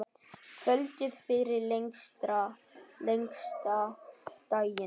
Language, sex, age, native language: Icelandic, male, 10, Vietnamese